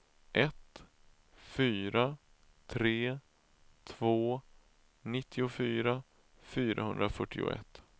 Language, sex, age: Swedish, male, 31